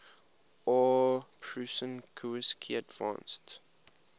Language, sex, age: English, male, 21